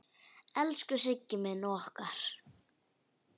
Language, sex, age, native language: Icelandic, female, 9, Icelandic